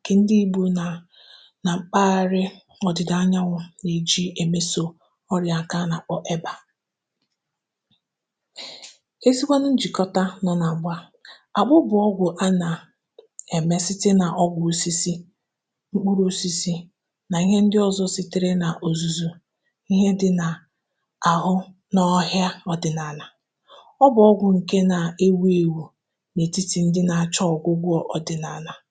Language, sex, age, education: Igbo, female, 15-29, tertiary